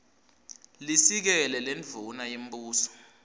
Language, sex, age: Swati, male, 20